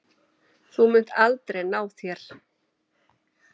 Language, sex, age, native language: Icelandic, male, 7, Icelandic